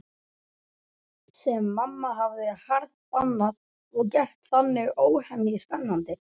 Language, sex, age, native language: Icelandic, male, 11, Icelandic